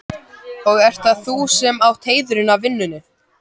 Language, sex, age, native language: Icelandic, male, 14, Icelandic